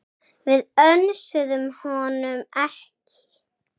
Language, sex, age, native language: Icelandic, male, 6, Icelandic